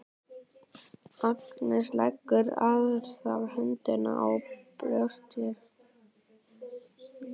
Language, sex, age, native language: Icelandic, male, 12, Icelandic